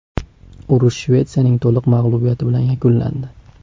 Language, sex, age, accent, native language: Uzbek, male, 25-34, Andijon, Uzbek